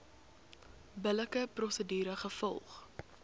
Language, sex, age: Afrikaans, female, 21